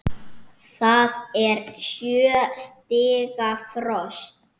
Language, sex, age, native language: Icelandic, male, 6, Icelandic